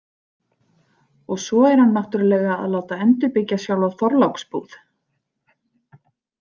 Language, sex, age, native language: Icelandic, female, 40-49, Icelandic